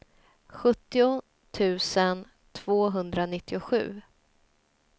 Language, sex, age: Swedish, female, 30